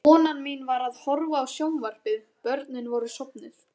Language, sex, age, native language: Icelandic, male, 13, Icelandic